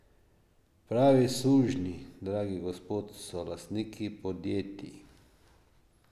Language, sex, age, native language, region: Slovenian, male, 50-59, Slovenian, Drava region